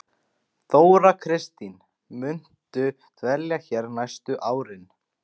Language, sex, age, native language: Icelandic, male, 14, Icelandic